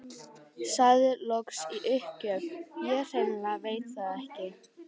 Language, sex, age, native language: Icelandic, female, 13, Icelandic